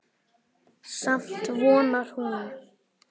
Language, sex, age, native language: Icelandic, male, 10, Icelandic